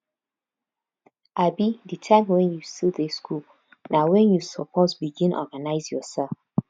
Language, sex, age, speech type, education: Nigerian Pidgin, female, 15-29, spontaneous, tertiary